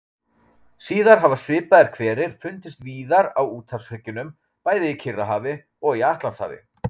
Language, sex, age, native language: Icelandic, male, 30-39, Icelandic